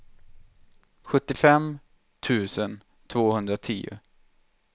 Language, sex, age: Swedish, male, 23